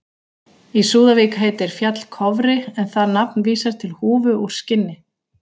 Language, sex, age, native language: Icelandic, female, 40-49, Icelandic